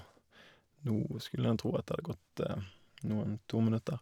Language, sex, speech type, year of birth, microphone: Norwegian, male, spontaneous, 1988, Shure